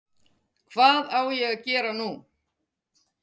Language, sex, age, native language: Icelandic, female, 50-59, Icelandic